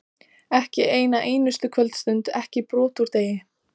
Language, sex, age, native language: Icelandic, female, 14, Icelandic